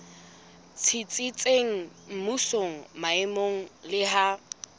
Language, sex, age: Southern Sotho, female, 20